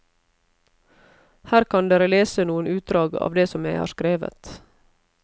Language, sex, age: Norwegian, female, 31